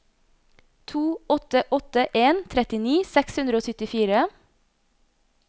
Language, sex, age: Norwegian, female, 26